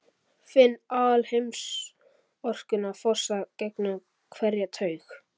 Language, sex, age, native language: Icelandic, male, 11, Icelandic